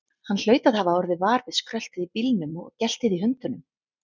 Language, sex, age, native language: Icelandic, female, 30-39, Icelandic